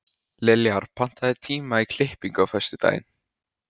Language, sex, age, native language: Icelandic, male, 15, Icelandic